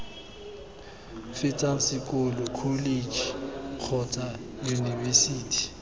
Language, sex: Tswana, male